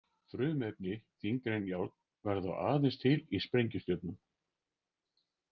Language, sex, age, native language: Icelandic, male, 40-49, Icelandic